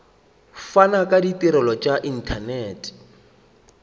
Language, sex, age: Northern Sotho, male, 25